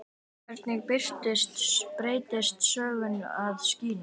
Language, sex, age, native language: Icelandic, male, 10, Icelandic